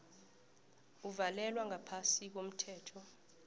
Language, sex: South Ndebele, female